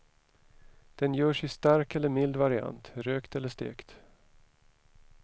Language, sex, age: Swedish, male, 41